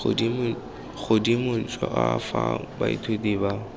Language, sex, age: Tswana, male, 19